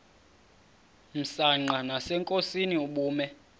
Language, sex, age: Xhosa, male, 31